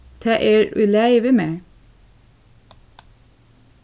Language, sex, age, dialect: Faroese, female, 15-35, Suðurstreymoy